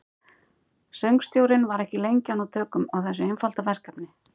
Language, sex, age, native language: Icelandic, female, 50-59, Icelandic